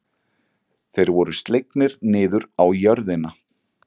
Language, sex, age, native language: Icelandic, male, 40-49, Icelandic